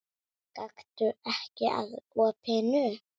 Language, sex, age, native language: Icelandic, female, 6, Icelandic